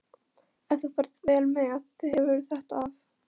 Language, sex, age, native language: Icelandic, female, 13, Polish